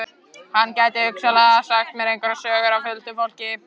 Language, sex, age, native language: Icelandic, male, 14, Icelandic